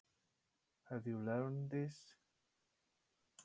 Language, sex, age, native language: Icelandic, male, 30-39, Polish